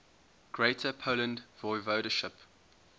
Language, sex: English, male